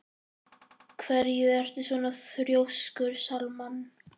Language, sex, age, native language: Icelandic, male, 11, Icelandic